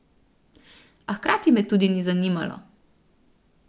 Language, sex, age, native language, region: Slovenian, female, 30-49, Slovenian, Central Slovenia